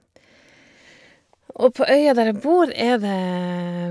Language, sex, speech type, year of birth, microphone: Norwegian, female, spontaneous, 1978, Shure